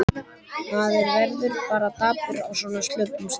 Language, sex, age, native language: Icelandic, male, 11, Icelandic